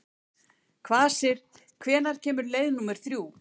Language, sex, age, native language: Icelandic, female, 70-79, Icelandic